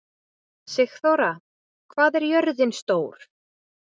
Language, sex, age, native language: Icelandic, female, 20-29, Icelandic